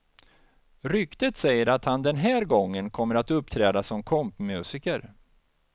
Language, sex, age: Swedish, male, 49